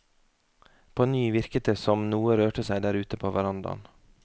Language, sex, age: Norwegian, male, 33